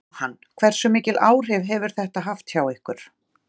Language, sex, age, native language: Icelandic, female, 40-49, Icelandic